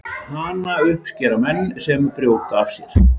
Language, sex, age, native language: Icelandic, male, 50-59, Icelandic